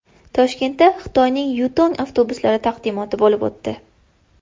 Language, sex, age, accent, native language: Uzbek, female, 18-24, Farg'ona, Uzbek